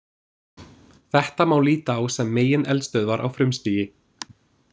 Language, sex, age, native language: Icelandic, male, 20-29, English